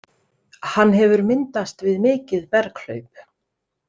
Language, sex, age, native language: Icelandic, female, 30-39, Icelandic